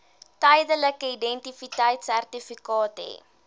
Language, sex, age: Afrikaans, female, 18